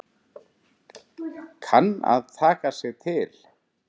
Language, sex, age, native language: Icelandic, male, 10, Icelandic